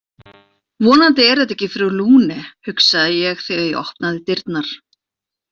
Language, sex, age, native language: Icelandic, female, 40-49, Icelandic